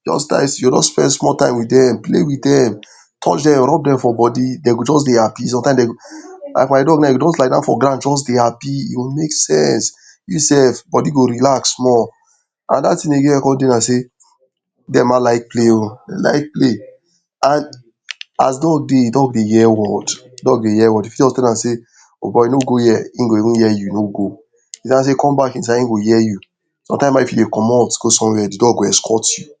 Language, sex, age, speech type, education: Nigerian Pidgin, male, 46-60, spontaneous, tertiary